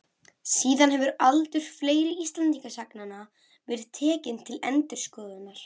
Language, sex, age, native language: Icelandic, female, 11, Icelandic